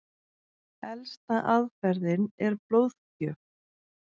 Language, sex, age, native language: Icelandic, female, 40-49, Icelandic